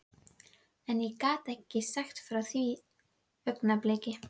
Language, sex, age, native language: Icelandic, female, 12, Icelandic